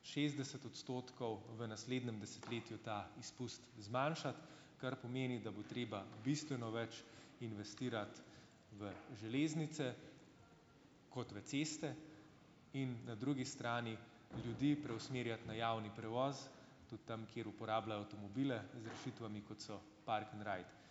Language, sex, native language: Slovenian, male, Slovenian